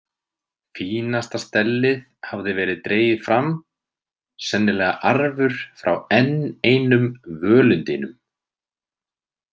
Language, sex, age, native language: Icelandic, male, 30-39, Icelandic